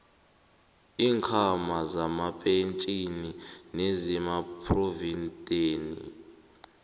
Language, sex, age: South Ndebele, male, 18